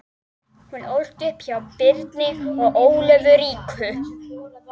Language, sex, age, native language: Icelandic, female, 12, Icelandic